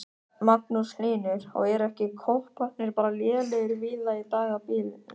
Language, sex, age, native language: Icelandic, male, 18-19, Icelandic